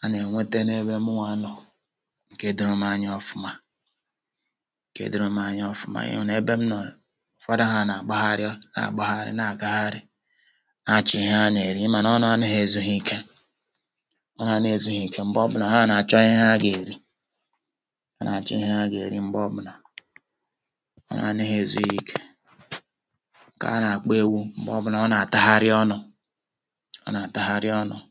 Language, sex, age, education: Igbo, male, 46-60, tertiary